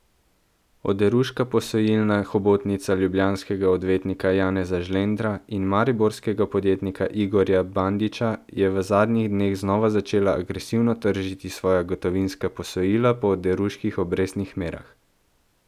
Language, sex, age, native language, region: Slovenian, male, 18-29, Slovenian, Central Slovenia